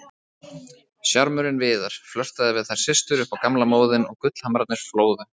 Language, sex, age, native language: Icelandic, male, 30-39, Icelandic